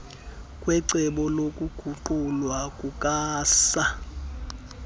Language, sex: Xhosa, male